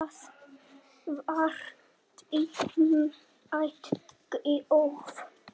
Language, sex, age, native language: Icelandic, male, 7, Icelandic